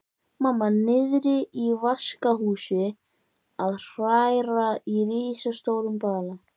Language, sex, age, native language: Icelandic, male, 11, Icelandic